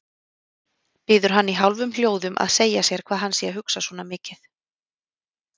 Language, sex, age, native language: Icelandic, female, 30-39, Icelandic